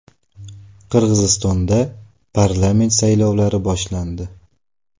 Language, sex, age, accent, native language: Uzbek, male, 18-24, Navoiy, Uzbek